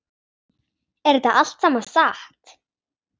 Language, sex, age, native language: Icelandic, female, 10, Icelandic